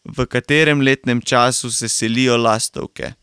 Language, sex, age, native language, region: Slovenian, male, 18-29, Slovenian, Carinthia region